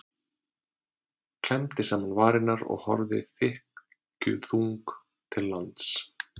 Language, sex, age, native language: Icelandic, male, 30-39, Icelandic